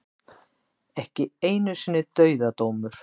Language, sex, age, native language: Icelandic, female, 60-69, Icelandic